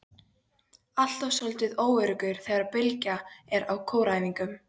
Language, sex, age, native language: Icelandic, female, 13, Polish